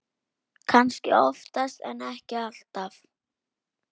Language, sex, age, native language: Icelandic, female, 10, Icelandic